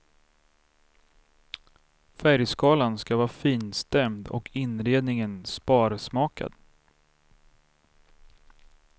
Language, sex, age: Swedish, male, 32